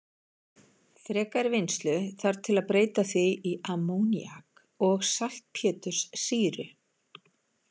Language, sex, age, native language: Icelandic, female, 70-79, Icelandic